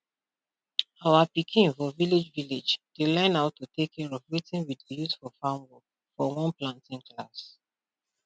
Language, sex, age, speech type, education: Nigerian Pidgin, female, 30-45, spontaneous, tertiary